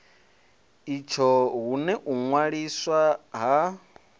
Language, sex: Venda, male